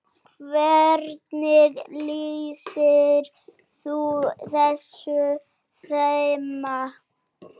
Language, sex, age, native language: Icelandic, male, 9, Icelandic